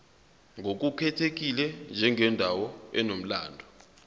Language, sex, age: Zulu, male, 22